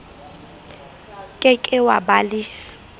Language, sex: Southern Sotho, female